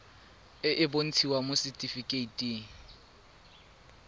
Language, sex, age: Tswana, male, 22